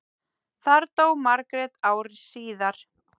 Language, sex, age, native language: Icelandic, female, 10, Icelandic